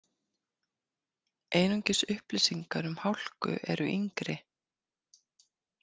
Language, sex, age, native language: Icelandic, female, 50-59, Icelandic